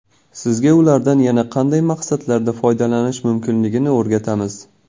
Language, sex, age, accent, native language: Uzbek, male, 19-29, Toshkent viloyati, Kazakh